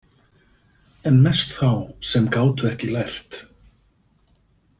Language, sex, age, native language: Icelandic, male, 50-59, Icelandic